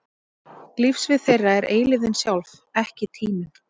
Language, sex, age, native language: Icelandic, female, 30-39, Icelandic